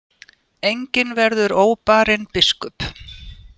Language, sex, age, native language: Icelandic, female, 70-79, Icelandic